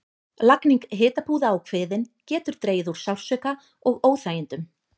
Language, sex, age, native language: Icelandic, female, 30-39, Icelandic